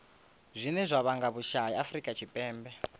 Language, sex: Venda, male